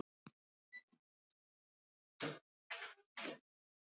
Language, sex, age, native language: Icelandic, female, 70-79, Icelandic